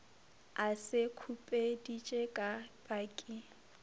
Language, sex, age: Northern Sotho, female, 25